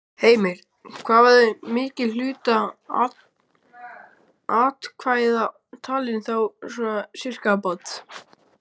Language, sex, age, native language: Icelandic, male, 12, Icelandic